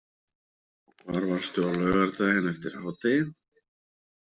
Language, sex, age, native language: Icelandic, male, 30-39, Icelandic